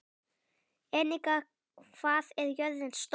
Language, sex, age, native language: Icelandic, male, 11, Icelandic